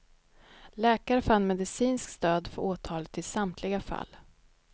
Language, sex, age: Swedish, female, 31